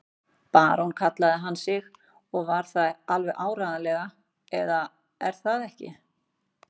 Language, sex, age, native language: Icelandic, female, 40-49, Icelandic